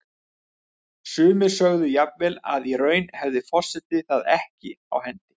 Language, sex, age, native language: Icelandic, male, 30-39, Icelandic